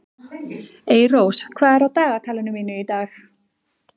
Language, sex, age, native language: Icelandic, female, 40-49, Icelandic